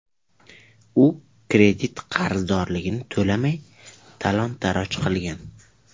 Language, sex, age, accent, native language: Uzbek, male, 12-17, Jizzax, Uzbek